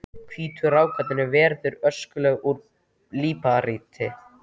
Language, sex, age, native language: Icelandic, male, 13, Icelandic